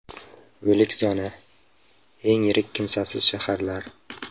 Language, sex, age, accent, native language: Uzbek, male, 25-34, Samarqand, Uzbek